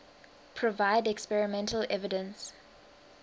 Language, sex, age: English, female, 19